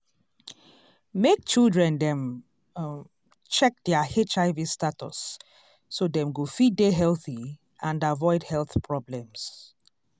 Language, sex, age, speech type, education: Nigerian Pidgin, female, 30-45, spontaneous, tertiary